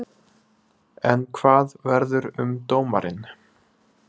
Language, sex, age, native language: Icelandic, male, 20-29, Icelandic